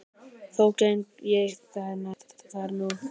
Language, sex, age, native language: Icelandic, male, 18-19, Icelandic